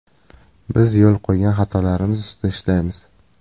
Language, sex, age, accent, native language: Uzbek, male, 18-24, Toshkent viloyati, Uzbek